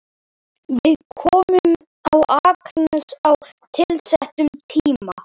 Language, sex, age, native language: Icelandic, male, 11, Icelandic